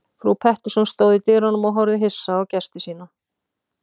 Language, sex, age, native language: Icelandic, female, 40-49, Icelandic